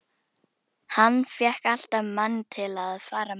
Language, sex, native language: Icelandic, female, Icelandic